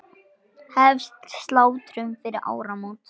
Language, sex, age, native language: Icelandic, male, 10, Icelandic